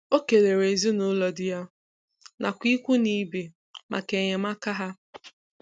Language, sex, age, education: Igbo, female, 15-29, tertiary